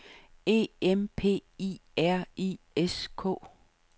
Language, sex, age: Danish, female, 55